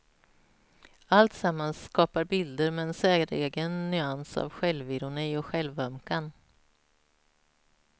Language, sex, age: Swedish, female, 46